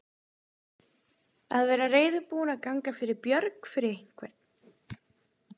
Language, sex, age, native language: Icelandic, female, 20-29, Icelandic